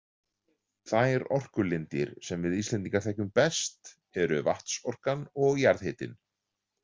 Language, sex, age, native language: Icelandic, male, 40-49, Icelandic